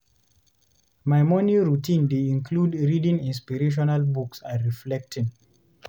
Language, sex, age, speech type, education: Nigerian Pidgin, male, 15-29, read, tertiary